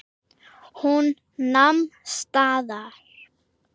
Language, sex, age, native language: Icelandic, female, 9, Icelandic